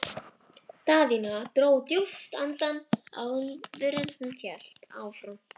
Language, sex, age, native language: Icelandic, female, 11, Icelandic